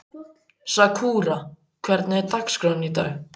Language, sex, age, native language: Icelandic, male, 14, Icelandic